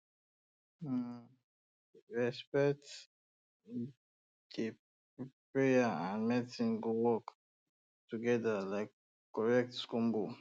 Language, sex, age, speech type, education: Nigerian Pidgin, male, 15-29, spontaneous, tertiary